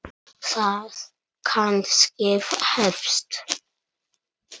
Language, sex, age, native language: Icelandic, male, 9, Icelandic